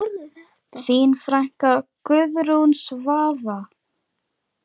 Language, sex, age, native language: Icelandic, female, 10, Icelandic